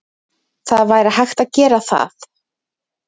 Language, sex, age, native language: Icelandic, female, 20-29, Icelandic